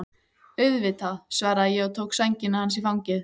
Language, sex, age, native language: Icelandic, female, 14, Icelandic